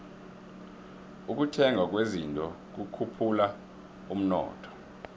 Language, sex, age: South Ndebele, male, 23